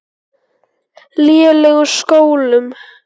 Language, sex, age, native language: Icelandic, male, 9, Icelandic